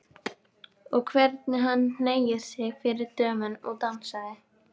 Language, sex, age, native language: Icelandic, female, 12, Icelandic